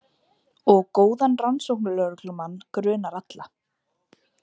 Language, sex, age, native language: Icelandic, female, 20-29, Icelandic